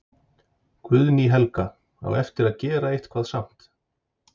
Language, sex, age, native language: Icelandic, male, 30-39, Icelandic